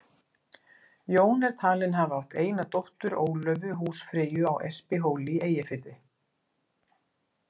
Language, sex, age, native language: Icelandic, female, 60-69, Icelandic